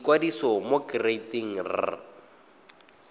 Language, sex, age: Tswana, male, 22